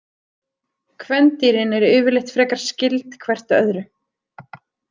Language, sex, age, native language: Icelandic, female, 30-39, Icelandic